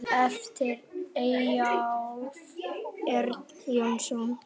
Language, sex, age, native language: Icelandic, male, 8, Icelandic